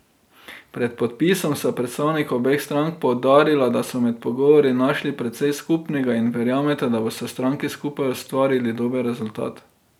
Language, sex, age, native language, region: Slovenian, male, 30-49, Slovenian, Drava region